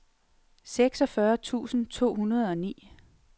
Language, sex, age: Danish, female, 46